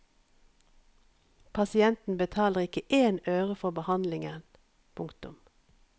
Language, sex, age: Norwegian, female, 51